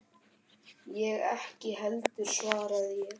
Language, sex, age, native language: Icelandic, male, 10, Icelandic